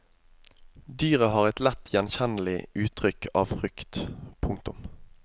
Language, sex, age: Norwegian, male, 25